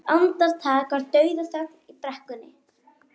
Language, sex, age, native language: Icelandic, female, 12, Icelandic